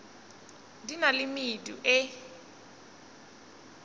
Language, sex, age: Northern Sotho, female, 20